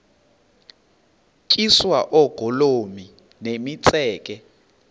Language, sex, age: Xhosa, male, 33